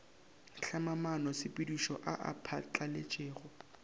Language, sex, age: Northern Sotho, male, 19